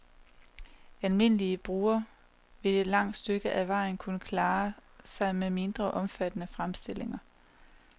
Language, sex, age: Danish, female, 27